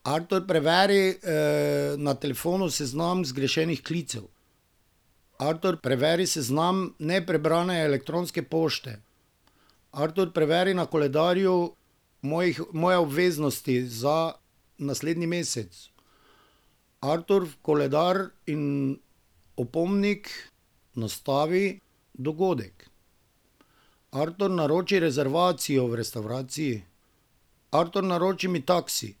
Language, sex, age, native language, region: Slovenian, male, 50-59, Slovenian, Drava region